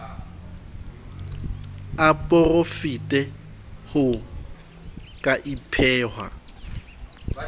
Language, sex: Southern Sotho, male